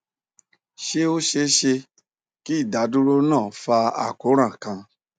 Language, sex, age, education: Yoruba, male, 46-60, tertiary